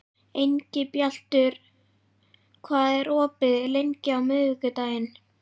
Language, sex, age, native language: Icelandic, male, 11, Icelandic